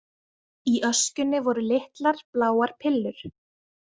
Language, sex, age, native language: Icelandic, female, 20-29, Icelandic